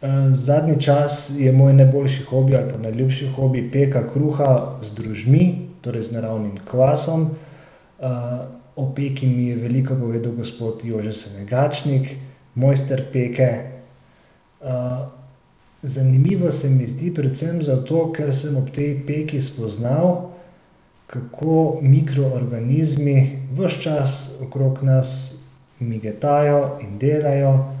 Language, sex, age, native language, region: Slovenian, male, 30-49, Slovenian, Central Slovenia